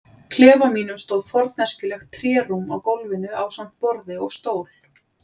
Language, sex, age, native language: Icelandic, female, 40-49, Icelandic